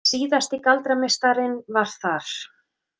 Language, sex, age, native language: Icelandic, female, 30-39, Icelandic